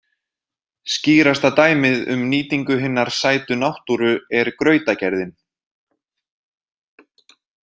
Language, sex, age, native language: Icelandic, male, 30-39, Icelandic